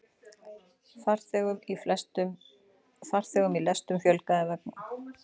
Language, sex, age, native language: Icelandic, female, 40-49, Icelandic